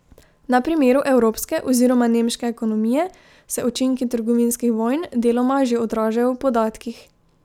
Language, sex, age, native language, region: Slovenian, female, 18-29, Slovenian, Drava region